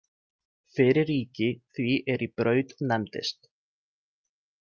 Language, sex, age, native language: Icelandic, male, 20-29, Icelandic